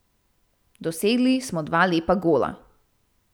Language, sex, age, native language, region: Slovenian, female, 18-29, Slovenian, Central Slovenia